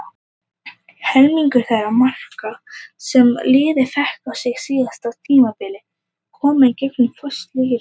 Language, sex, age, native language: Icelandic, female, 18-19, Icelandic